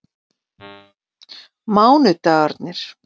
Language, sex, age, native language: Icelandic, female, 40-49, Icelandic